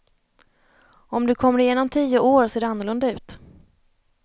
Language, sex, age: Swedish, female, 30